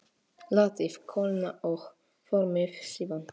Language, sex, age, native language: Icelandic, male, 8, Polish